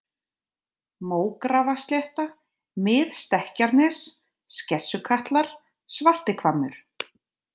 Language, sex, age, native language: Icelandic, female, 30-39, Icelandic